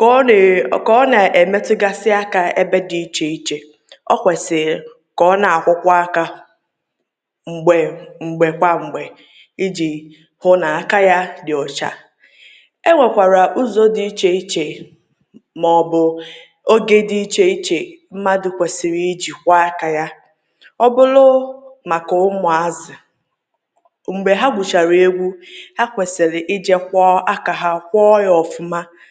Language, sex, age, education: Igbo, female, 30-45, tertiary